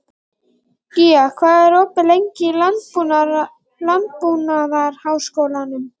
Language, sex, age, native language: Icelandic, male, 11, Icelandic